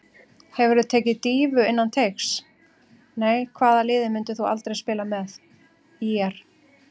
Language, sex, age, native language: Icelandic, female, 40-49, Icelandic